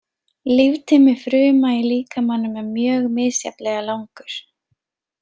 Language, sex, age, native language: Icelandic, female, 20-29, Icelandic